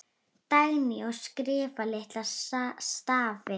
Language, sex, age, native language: Icelandic, female, 9, Icelandic